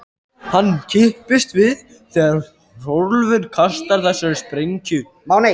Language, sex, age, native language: Icelandic, male, 14, Icelandic